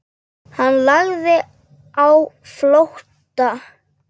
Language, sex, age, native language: Icelandic, female, 8, Icelandic